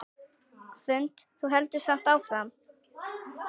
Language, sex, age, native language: Icelandic, female, 9, Icelandic